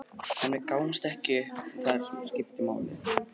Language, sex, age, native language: Icelandic, male, 18-19, Icelandic